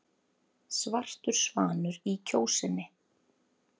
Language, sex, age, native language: Icelandic, female, 30-39, Icelandic